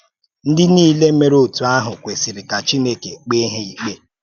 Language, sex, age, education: Igbo, male, 30-45, tertiary